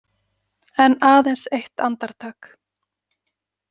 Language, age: Icelandic, 40-49